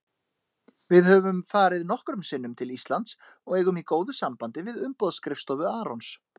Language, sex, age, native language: Icelandic, male, 30-39, Icelandic